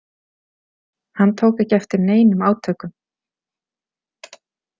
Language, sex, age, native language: Icelandic, female, 40-49, Icelandic